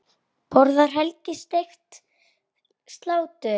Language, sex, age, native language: Icelandic, female, 9, Icelandic